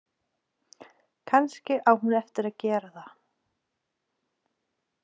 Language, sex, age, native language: Icelandic, female, 40-49, Danish